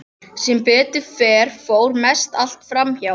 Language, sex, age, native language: Icelandic, other, 12, Icelandic